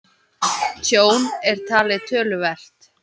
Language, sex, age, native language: Icelandic, female, 20-29, Icelandic